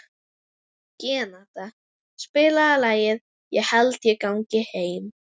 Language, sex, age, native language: Icelandic, female, 11, Icelandic